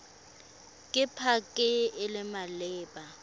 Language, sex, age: Tswana, female, 20